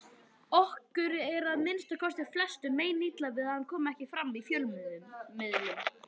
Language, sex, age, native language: Icelandic, male, 21, Icelandic